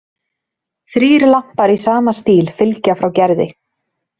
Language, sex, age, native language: Icelandic, female, 30-39, Icelandic